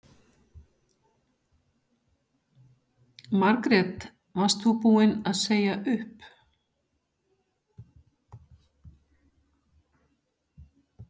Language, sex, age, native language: Icelandic, female, 60-69, Icelandic